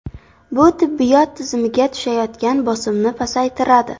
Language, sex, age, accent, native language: Uzbek, female, 18-24, Xorazm, Uzbek